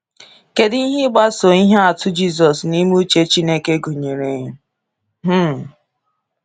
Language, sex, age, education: Igbo, female, 15-29, tertiary